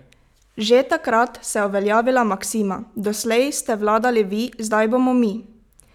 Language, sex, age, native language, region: Slovenian, female, 18-29, Slovenian, Pomurje region